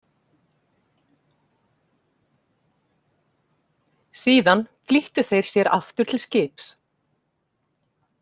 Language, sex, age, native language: Icelandic, female, 40-49, Icelandic